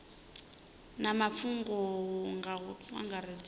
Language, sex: Venda, female